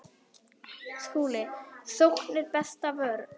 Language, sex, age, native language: Icelandic, female, 10, Icelandic